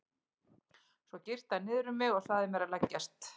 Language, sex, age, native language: Icelandic, female, 40-49, Icelandic